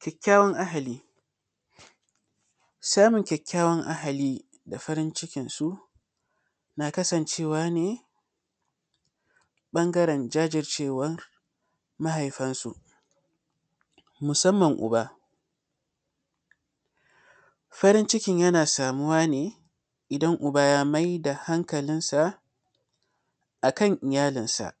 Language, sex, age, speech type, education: Hausa, male, 15-29, spontaneous, secondary